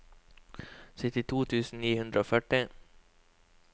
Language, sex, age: Norwegian, male, 21